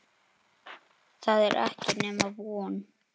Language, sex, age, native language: Icelandic, male, 9, Icelandic